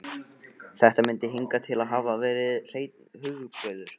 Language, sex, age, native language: Icelandic, male, 15, Icelandic